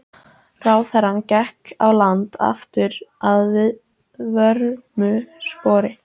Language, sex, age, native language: Icelandic, male, 14, Icelandic